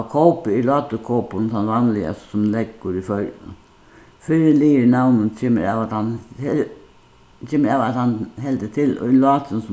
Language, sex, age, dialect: Faroese, female, 61+, Suðuroy